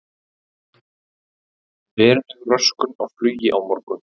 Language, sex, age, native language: Icelandic, male, 40-49, Icelandic